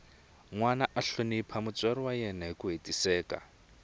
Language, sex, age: Tsonga, male, 20